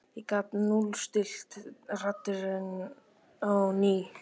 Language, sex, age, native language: Icelandic, male, 13, Icelandic